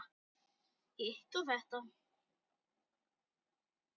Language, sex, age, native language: Icelandic, male, 9, Icelandic